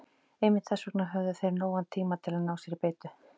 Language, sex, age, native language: Icelandic, female, 40-49, Icelandic